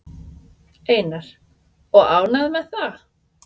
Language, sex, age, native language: Icelandic, female, 30-39, Icelandic